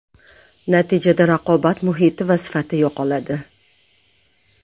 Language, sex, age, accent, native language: Uzbek, female, 35+, Namangan, Uzbek